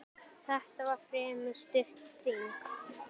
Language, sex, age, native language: Icelandic, female, 10, Icelandic